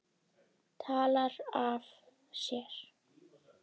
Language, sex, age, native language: Icelandic, female, 10, Icelandic